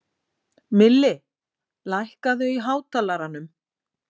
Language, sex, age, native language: Icelandic, female, 40-49, Icelandic